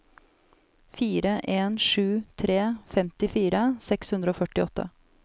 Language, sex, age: Norwegian, female, 34